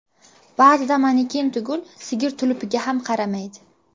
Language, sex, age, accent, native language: Uzbek, female, 18-24, Qashqadaryo, Uzbek